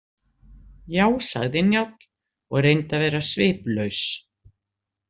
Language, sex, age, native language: Icelandic, female, 60-69, Icelandic